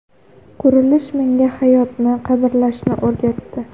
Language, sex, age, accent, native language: Uzbek, female, under 19, Xorazm, Uzbek